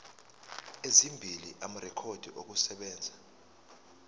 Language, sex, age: Zulu, male, 19